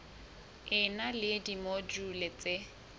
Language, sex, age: Southern Sotho, female, 20